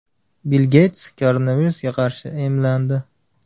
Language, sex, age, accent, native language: Uzbek, male, 19-29, Farg'ona, Uzbek